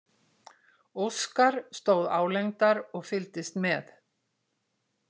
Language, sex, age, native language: Icelandic, female, 60-69, Icelandic